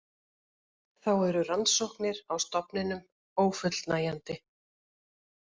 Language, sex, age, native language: Icelandic, female, 50-59, Icelandic